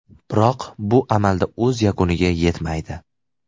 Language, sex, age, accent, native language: Uzbek, male, 18-24, Farg'ona, Uzbek